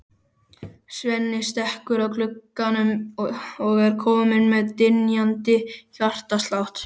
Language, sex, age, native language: Icelandic, male, 12, Icelandic